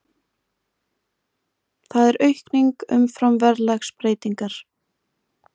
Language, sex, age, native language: Icelandic, female, 20-29, Icelandic